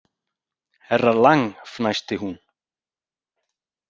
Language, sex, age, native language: Icelandic, male, 40-49, Icelandic